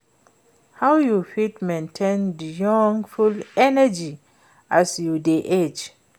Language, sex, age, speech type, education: Nigerian Pidgin, female, 46-60, read, secondary